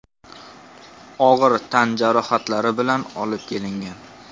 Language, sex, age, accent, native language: Uzbek, male, 18-24, Andijon, Uzbek